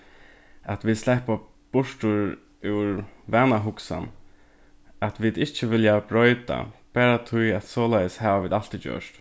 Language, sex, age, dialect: Faroese, male, 15-35, Norðurstreymoy/Eysturoy